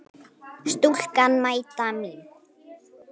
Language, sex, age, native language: Icelandic, female, 9, Icelandic